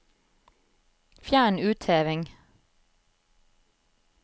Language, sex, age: Norwegian, female, 34